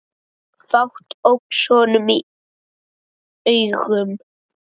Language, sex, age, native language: Icelandic, male, 9, Icelandic